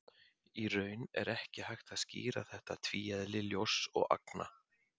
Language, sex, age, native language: Icelandic, male, 50-59, Icelandic